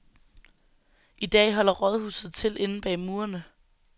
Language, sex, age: Danish, female, 19